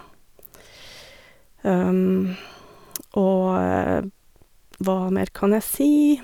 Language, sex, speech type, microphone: Norwegian, female, spontaneous, Sennheiser